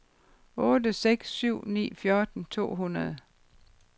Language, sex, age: Danish, female, 52